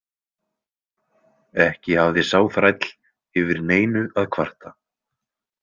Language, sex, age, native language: Icelandic, male, 20-29, Icelandic